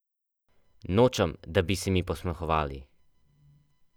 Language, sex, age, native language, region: Slovenian, male, 12-17, Slovenian, Central Slovenia